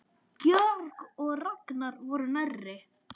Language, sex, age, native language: Icelandic, male, 10, Icelandic